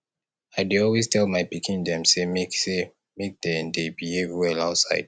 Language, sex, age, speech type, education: Nigerian Pidgin, male, 30-45, spontaneous, tertiary